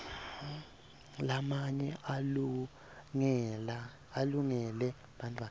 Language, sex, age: Swati, male, 23